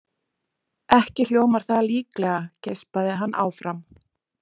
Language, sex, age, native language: Icelandic, female, 20-29, Icelandic